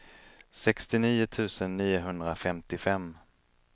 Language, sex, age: Swedish, male, 31